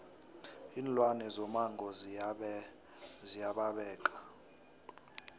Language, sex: South Ndebele, male